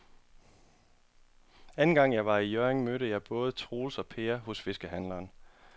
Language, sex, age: Danish, male, 31